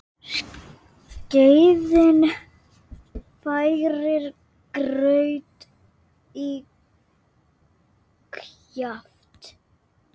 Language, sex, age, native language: Icelandic, female, 8, Icelandic